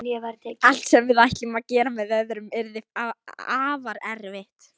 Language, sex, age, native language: Icelandic, female, 18-19, Icelandic